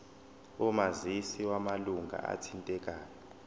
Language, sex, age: Zulu, male, 20